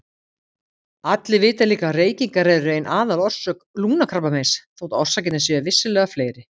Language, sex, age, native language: Icelandic, female, 50-59, Icelandic